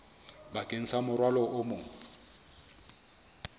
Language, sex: Southern Sotho, male